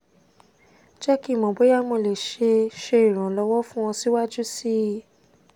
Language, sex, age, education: Yoruba, female, 15-29, tertiary